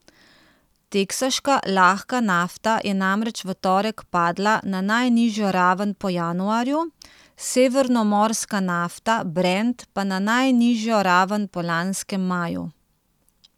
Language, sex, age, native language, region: Slovenian, female, 30-49, Slovenian, Central Slovenia